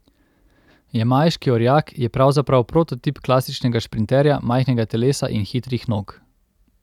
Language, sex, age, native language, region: Slovenian, male, 30-49, Slovenian, Central Slovenia